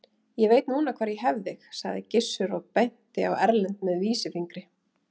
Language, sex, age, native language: Icelandic, female, 30-39, Icelandic